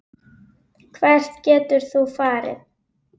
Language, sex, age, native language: Icelandic, female, 8, Icelandic